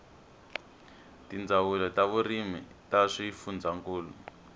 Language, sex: Tsonga, male